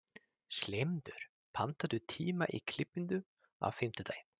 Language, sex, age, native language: Icelandic, male, 30-39, Swedish